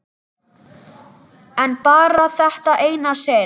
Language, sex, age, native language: Icelandic, male, 10, Icelandic